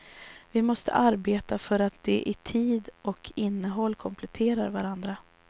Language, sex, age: Swedish, female, 34